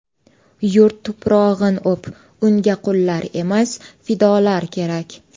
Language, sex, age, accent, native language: Uzbek, female, 18-24, Toshkent shahri, Uzbek